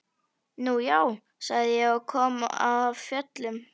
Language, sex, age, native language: Icelandic, female, 11, Icelandic